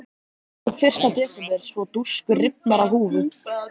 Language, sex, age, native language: Icelandic, male, 13, Icelandic